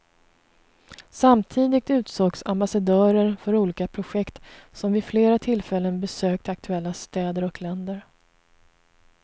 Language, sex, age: Swedish, female, 33